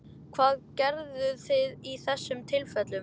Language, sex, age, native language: Icelandic, male, 11, Icelandic